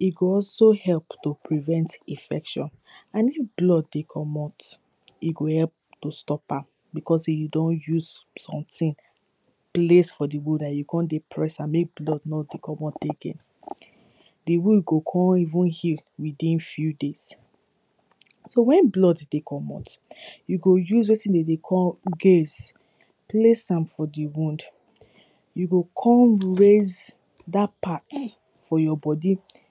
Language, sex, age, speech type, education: Nigerian Pidgin, female, 15-29, spontaneous, primary